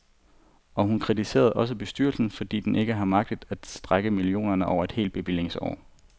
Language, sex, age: Danish, male, 25